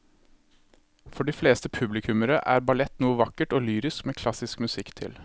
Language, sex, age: Norwegian, male, 26